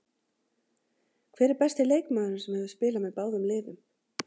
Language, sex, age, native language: Icelandic, female, 40-49, Icelandic